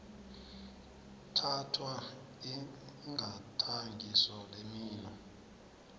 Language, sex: South Ndebele, male